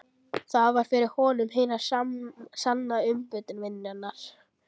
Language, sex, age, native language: Icelandic, female, 12, Icelandic